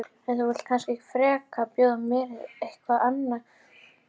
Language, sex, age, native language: Icelandic, female, 11, Icelandic